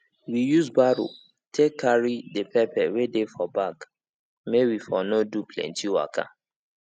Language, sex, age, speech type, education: Nigerian Pidgin, male, 15-29, spontaneous, tertiary